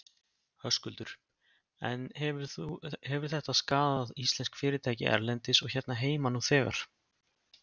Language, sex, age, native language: Icelandic, male, 20-29, Icelandic